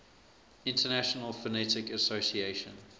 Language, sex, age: English, male, 24